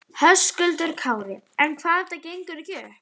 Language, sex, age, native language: Icelandic, female, 12, Icelandic